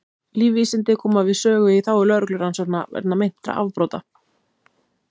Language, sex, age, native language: Icelandic, female, 30-39, Icelandic